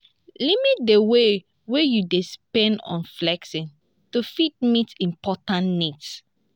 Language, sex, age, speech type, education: Nigerian Pidgin, female, 15-29, spontaneous, tertiary